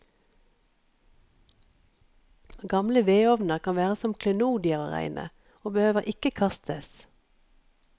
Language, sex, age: Norwegian, female, 51